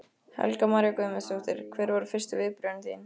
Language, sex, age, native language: Icelandic, female, 15, Icelandic